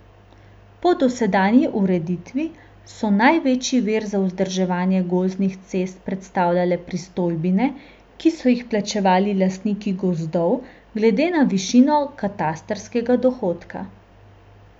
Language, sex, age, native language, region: Slovenian, female, 18-29, Slovenian, Central Slovenia